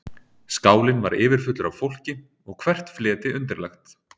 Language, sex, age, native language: Icelandic, male, 30-39, Icelandic